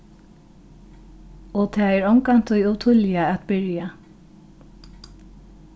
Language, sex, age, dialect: Faroese, female, 36-60, Norðurstreymoy/Eysturoy